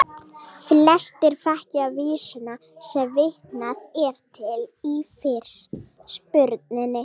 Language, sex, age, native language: Icelandic, female, 40-49, Icelandic